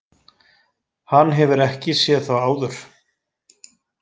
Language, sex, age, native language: Icelandic, male, 20-29, Icelandic